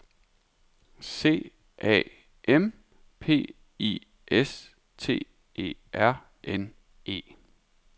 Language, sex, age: Danish, male, 31